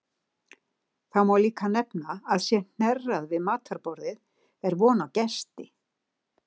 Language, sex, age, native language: Icelandic, female, 60-69, Icelandic